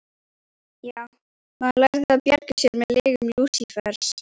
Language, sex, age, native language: Icelandic, female, 12, Icelandic